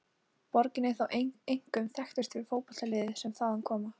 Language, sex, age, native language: Icelandic, female, 18-19, Icelandic